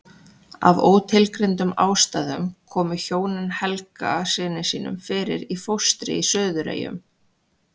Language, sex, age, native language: Icelandic, female, 20-29, Icelandic